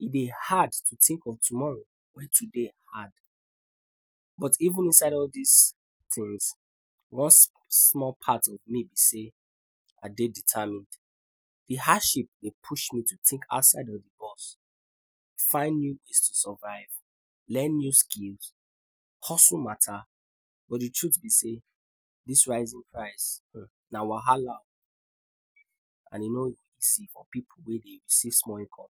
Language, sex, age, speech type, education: Nigerian Pidgin, male, 15-29, spontaneous, tertiary